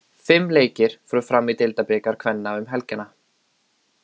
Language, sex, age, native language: Icelandic, male, 20-29, Icelandic